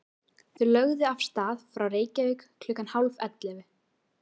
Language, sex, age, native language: Icelandic, female, 12, Icelandic